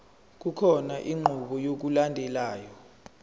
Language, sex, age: Zulu, male, 17